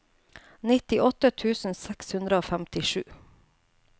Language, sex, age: Norwegian, female, 29